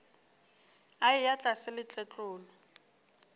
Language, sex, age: Northern Sotho, female, 29